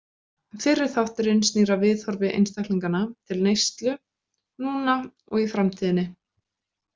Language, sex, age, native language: Icelandic, female, 20-29, Icelandic